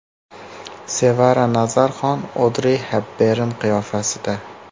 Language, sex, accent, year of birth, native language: Uzbek, male, Farg'ona, 2000, Uzbek